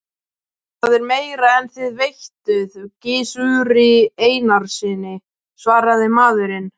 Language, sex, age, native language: Icelandic, male, 12, Icelandic